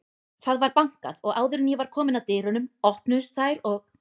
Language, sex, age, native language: Icelandic, female, 20-29, Icelandic